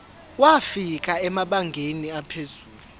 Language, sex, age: Zulu, male, 24